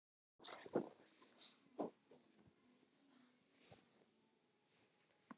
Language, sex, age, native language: Icelandic, female, 10, Icelandic